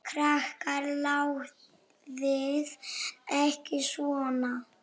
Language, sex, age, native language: Icelandic, female, 7, Polish